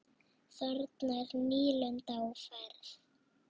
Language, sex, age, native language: Icelandic, female, 6, Icelandic